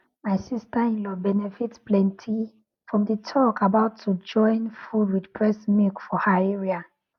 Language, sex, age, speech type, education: Nigerian Pidgin, female, 30-45, spontaneous, tertiary